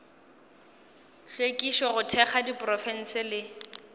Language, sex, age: Northern Sotho, female, 18